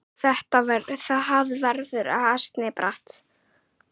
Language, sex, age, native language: Icelandic, female, 8, Icelandic